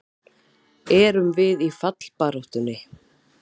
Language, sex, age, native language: Icelandic, female, 30-39, Icelandic